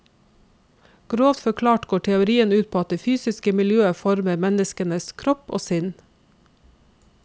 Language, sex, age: Norwegian, female, 46